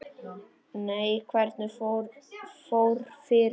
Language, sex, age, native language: Icelandic, male, 10, Icelandic